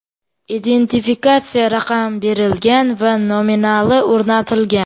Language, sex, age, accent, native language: Uzbek, male, 12-17, Samarqand, Uzbek